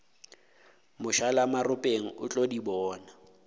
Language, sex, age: Northern Sotho, male, 18